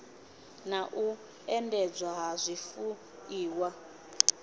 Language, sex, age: Venda, female, 24